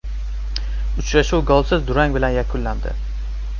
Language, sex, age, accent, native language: Uzbek, male, 12-17, Samarqand, Uzbek